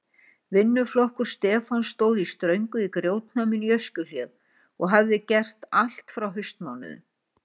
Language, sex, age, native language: Icelandic, female, 60-69, Icelandic